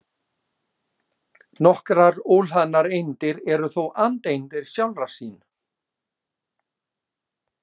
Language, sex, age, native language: Icelandic, male, 60-69, Icelandic